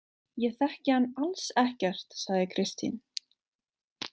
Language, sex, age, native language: Icelandic, female, 18-19, Icelandic